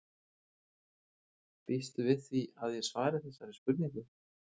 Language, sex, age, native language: Icelandic, male, 40-49, Icelandic